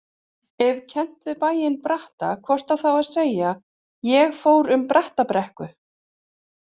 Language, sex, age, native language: Icelandic, female, 40-49, Icelandic